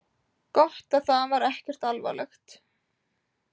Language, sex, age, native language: Icelandic, female, 18-19, Icelandic